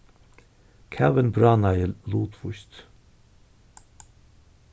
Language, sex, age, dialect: Faroese, male, 61+, Suðurstreymoy